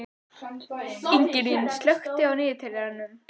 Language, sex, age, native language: Icelandic, female, 14, Icelandic